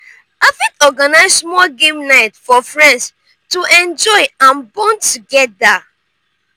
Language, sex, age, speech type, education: Nigerian Pidgin, female, 15-29, spontaneous, tertiary